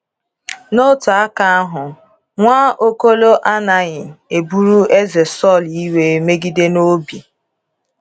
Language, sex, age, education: Igbo, female, 15-29, tertiary